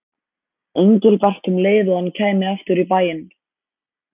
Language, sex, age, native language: Icelandic, male, 14, Icelandic